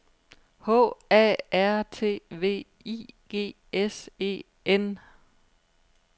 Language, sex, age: Danish, female, 43